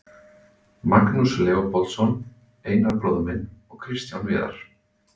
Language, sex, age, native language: Icelandic, male, 20-29, Icelandic